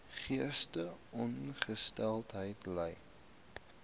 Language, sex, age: Afrikaans, male, 18